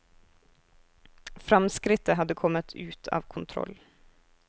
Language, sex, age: Norwegian, female, 24